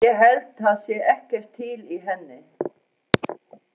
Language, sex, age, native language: Icelandic, female, 40-49, Faroese